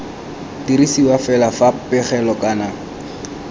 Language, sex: Tswana, male